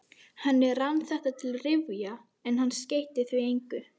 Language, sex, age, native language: Icelandic, female, 12, Icelandic